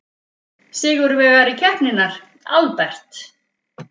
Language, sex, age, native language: Icelandic, female, 50-59, Icelandic